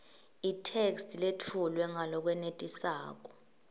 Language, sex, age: Swati, female, 18